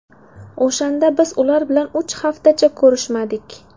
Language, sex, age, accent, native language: Uzbek, female, 19-29, Samarqand, Uzbek